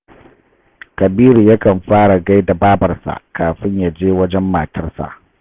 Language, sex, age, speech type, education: Hausa, male, 30-45, read, tertiary